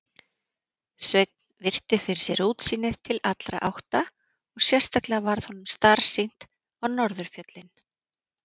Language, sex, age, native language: Icelandic, female, 40-49, Icelandic